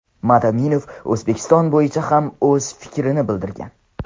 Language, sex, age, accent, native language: Uzbek, male, under 19, Andijon, Tajik